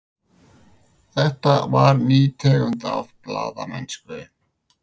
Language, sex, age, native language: Icelandic, male, 50-59, Icelandic